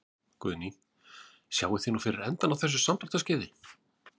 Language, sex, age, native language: Icelandic, male, 40-49, Icelandic